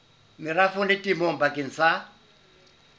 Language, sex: Southern Sotho, male